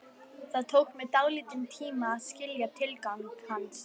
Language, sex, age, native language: Icelandic, female, 11, Icelandic